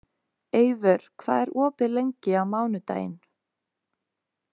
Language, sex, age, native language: Icelandic, female, 20-29, Icelandic